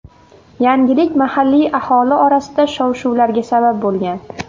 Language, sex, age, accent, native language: Uzbek, female, under 19, Navoiy, Uzbek